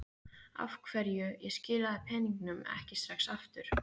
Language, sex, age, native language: Icelandic, female, 15, Icelandic